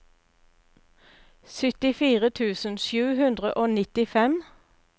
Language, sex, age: Norwegian, female, 59